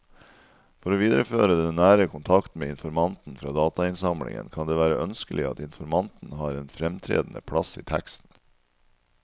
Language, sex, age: Norwegian, male, 37